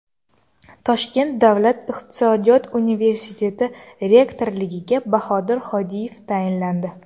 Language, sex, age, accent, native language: Uzbek, female, under 19, Toshkent shahri, Uzbek